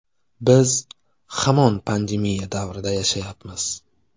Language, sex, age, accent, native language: Uzbek, male, 25-34, Navoiy, Uzbek